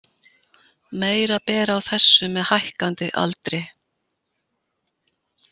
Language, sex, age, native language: Icelandic, female, 60-69, Icelandic